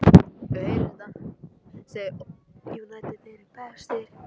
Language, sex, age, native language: Icelandic, male, 18-19, Icelandic